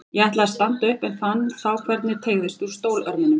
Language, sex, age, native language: Icelandic, female, 40-49, Icelandic